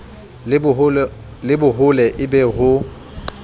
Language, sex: Southern Sotho, male